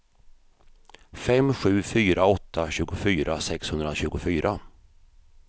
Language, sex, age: Swedish, male, 53